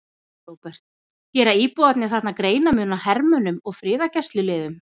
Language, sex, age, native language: Icelandic, female, 11, Icelandic